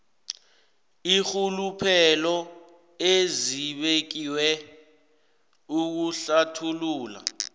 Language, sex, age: South Ndebele, male, 19